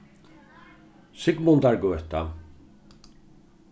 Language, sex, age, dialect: Faroese, male, 61+, Norðurstreymoy/Eysturoy